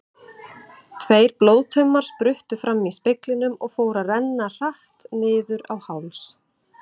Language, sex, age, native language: Icelandic, female, 30-39, Icelandic